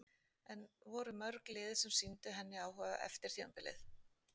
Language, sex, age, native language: Icelandic, female, 40-49, Icelandic